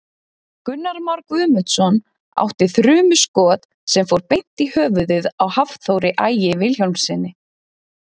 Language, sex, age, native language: Icelandic, female, 30-39, Icelandic